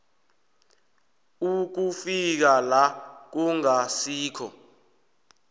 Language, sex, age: South Ndebele, male, 19